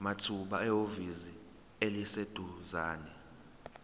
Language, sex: Zulu, male